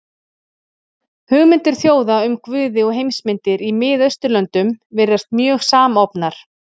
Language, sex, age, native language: Icelandic, female, 40-49, Icelandic